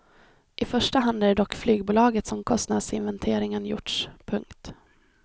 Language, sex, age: Swedish, female, 26